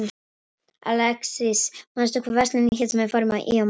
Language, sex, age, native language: Icelandic, female, 18-19, Icelandic